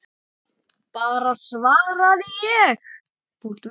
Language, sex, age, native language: Icelandic, male, 10, Icelandic